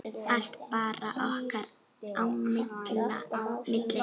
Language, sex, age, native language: Icelandic, female, 8, Icelandic